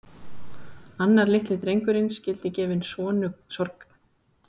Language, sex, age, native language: Icelandic, female, 30-39, Icelandic